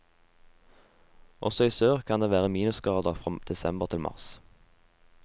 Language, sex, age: Norwegian, male, 18